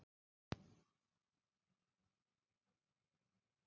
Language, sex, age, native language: Icelandic, female, 60-69, Icelandic